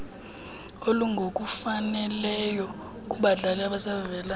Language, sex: Xhosa, female